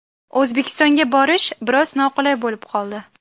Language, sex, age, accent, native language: Uzbek, female, 18-24, Qashqadaryo, Uzbek